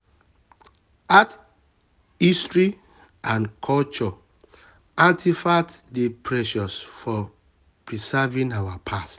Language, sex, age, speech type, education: Nigerian Pidgin, male, 30-45, spontaneous, tertiary